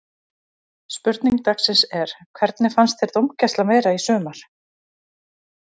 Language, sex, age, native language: Icelandic, female, 40-49, Icelandic